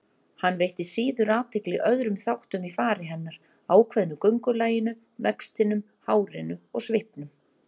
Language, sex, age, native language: Icelandic, female, 30-39, Icelandic